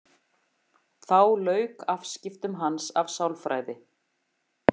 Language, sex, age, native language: Icelandic, female, 50-59, Icelandic